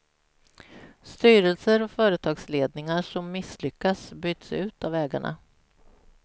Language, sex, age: Swedish, female, 46